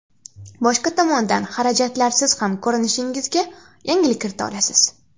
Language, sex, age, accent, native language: Uzbek, female, 19-29, Xorazm, Uzbek